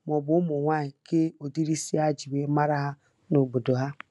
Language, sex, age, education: Igbo, female, 15-29, tertiary